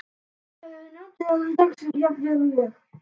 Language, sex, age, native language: Icelandic, male, 11, Icelandic